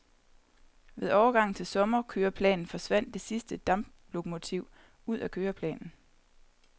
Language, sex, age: Danish, female, 30